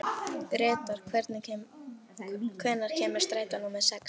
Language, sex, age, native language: Icelandic, female, 11, Icelandic